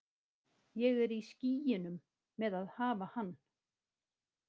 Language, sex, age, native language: Icelandic, female, 50-59, Icelandic